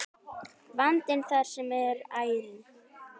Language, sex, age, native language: Icelandic, female, 10, Icelandic